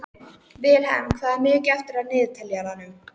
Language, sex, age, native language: Icelandic, female, 13, Icelandic